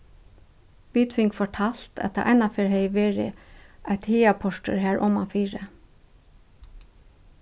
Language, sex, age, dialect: Faroese, female, 36-60, Suðurstreymoy